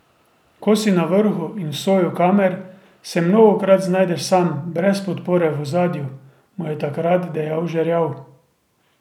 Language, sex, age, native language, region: Slovenian, male, 30-49, Slovenian, Drava region